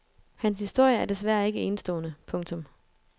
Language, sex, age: Danish, female, 22